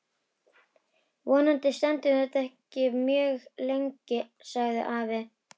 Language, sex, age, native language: Icelandic, female, 12, Icelandic